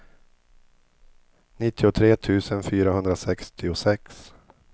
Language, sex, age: Swedish, male, 50